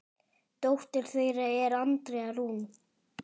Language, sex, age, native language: Icelandic, male, 10, Icelandic